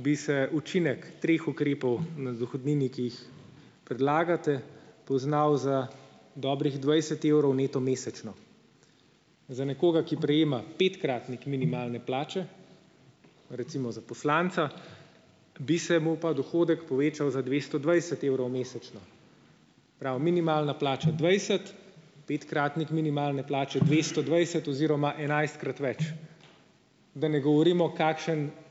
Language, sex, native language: Slovenian, male, Slovenian